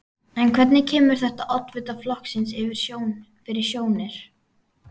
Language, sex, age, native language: Icelandic, female, 12, Icelandic